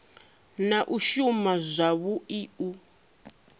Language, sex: Venda, female